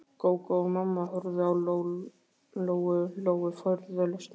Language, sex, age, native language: Icelandic, male, 15, Icelandic